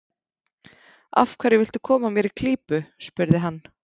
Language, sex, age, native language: Icelandic, female, 30-39, Icelandic